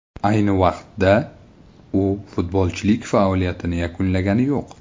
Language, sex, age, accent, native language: Uzbek, male, 25-34, Buxoro, Uzbek